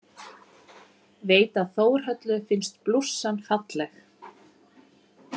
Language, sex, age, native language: Icelandic, female, 30-39, Icelandic